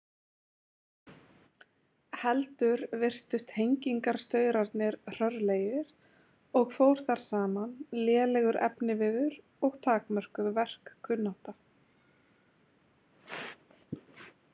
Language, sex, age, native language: Icelandic, female, 20-29, Icelandic